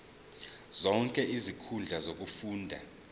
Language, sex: Zulu, male